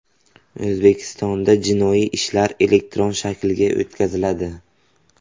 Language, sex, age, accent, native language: Uzbek, male, 18-24, Buxoro, Uzbek